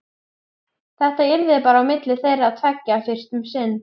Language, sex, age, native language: Icelandic, female, 11, Icelandic